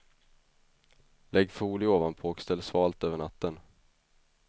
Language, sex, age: Swedish, male, 21